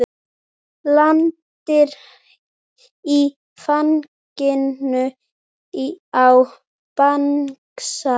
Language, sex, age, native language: Icelandic, male, 9, Icelandic